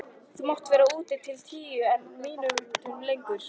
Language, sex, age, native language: Icelandic, female, 14, Icelandic